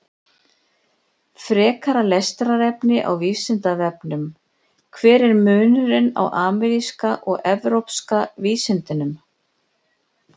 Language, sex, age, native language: Icelandic, female, 60-69, Icelandic